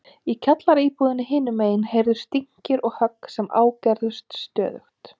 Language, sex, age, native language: Icelandic, female, 30-39, Icelandic